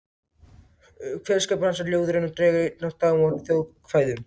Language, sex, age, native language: Icelandic, other, 18-19, Icelandic